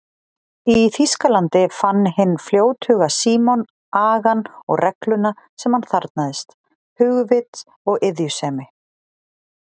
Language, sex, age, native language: Icelandic, female, 40-49, Icelandic